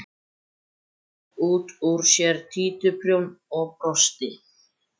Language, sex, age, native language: Icelandic, male, 14, Icelandic